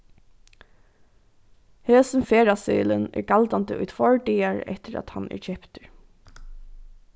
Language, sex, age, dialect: Faroese, female, 15-35, Norðuroyggjar